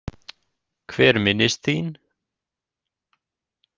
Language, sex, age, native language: Icelandic, male, 18-19, Icelandic